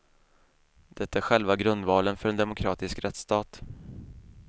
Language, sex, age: Swedish, male, 28